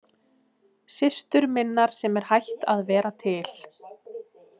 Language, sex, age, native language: Icelandic, female, 20-29, Icelandic